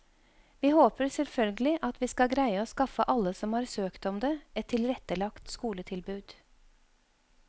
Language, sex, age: Norwegian, female, 52